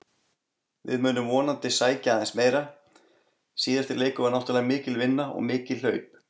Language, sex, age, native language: Icelandic, male, 40-49, Icelandic